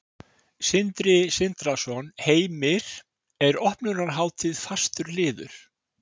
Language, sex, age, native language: Icelandic, male, 60-69, Icelandic